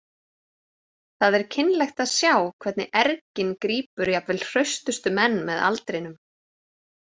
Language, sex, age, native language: Icelandic, female, 40-49, Icelandic